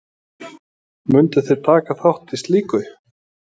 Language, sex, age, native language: Icelandic, male, 30-39, Icelandic